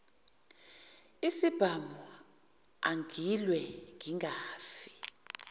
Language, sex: Zulu, female